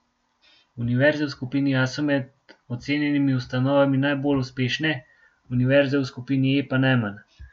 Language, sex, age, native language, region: Slovenian, male, 18-29, Slovenian, Gorenjska region